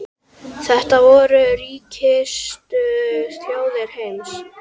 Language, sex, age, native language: Icelandic, male, 10, Icelandic